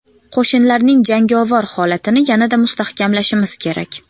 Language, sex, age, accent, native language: Uzbek, female, 19-29, Toshkent viloyati, Uzbek